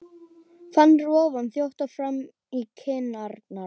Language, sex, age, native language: Icelandic, female, 11, Icelandic